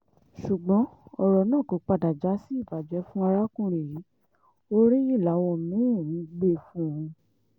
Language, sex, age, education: Yoruba, female, 15-29, tertiary